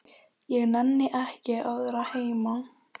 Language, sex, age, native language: Icelandic, female, 14, Icelandic